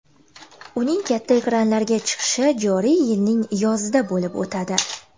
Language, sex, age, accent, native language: Uzbek, female, 19-29, Toshkent viloyati, Uzbek